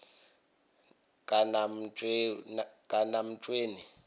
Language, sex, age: South Ndebele, male, 29